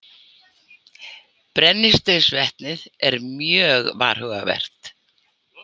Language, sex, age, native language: Icelandic, female, 80-89, Icelandic